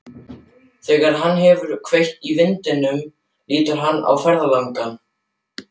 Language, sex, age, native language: Icelandic, male, 12, German